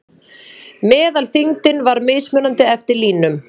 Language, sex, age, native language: Icelandic, female, 30-39, Icelandic